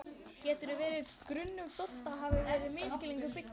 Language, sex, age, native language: Icelandic, female, 14, Icelandic